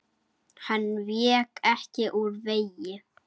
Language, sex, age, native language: Icelandic, male, 9, Icelandic